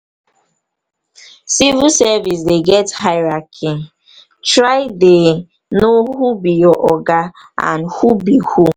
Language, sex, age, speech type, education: Nigerian Pidgin, female, 15-29, spontaneous, tertiary